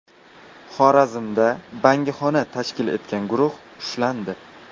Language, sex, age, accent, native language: Uzbek, male, 18-24, Qashqadaryo, Uzbek